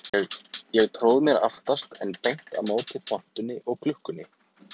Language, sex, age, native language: Icelandic, male, 30-39, Icelandic